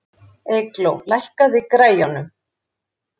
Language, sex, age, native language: Icelandic, female, 60-69, Icelandic